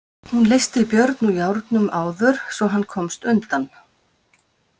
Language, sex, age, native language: Icelandic, female, 50-59, Icelandic